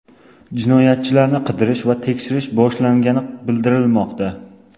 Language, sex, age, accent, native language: Uzbek, male, 18-24, Qashqadaryo, Uzbek